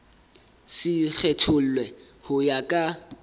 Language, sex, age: Southern Sotho, male, 23